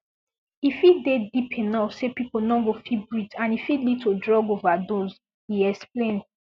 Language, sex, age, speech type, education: Nigerian Pidgin, female, 15-29, spontaneous, secondary